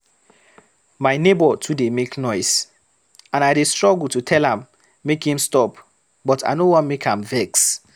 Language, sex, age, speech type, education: Nigerian Pidgin, male, 15-29, read, secondary